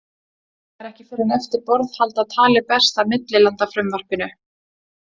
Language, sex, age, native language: Icelandic, female, 20-29, Icelandic